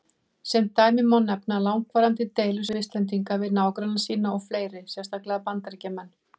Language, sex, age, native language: Icelandic, female, 50-59, Icelandic